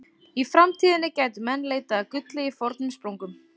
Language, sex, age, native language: Icelandic, female, 20-29, Icelandic